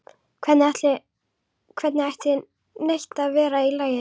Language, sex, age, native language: Icelandic, female, 11, Icelandic